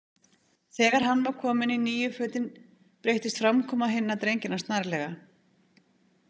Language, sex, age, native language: Icelandic, female, 50-59, Icelandic